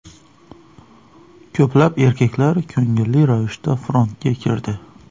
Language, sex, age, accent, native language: Uzbek, male, 25-34, Xorazm, Uzbek